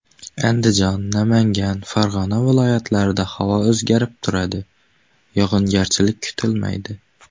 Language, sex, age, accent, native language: Uzbek, male, under 19, Xorazm, Uzbek